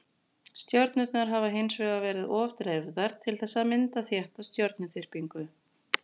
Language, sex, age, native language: Icelandic, female, 40-49, Icelandic